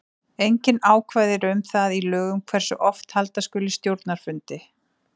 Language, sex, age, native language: Icelandic, female, 40-49, Icelandic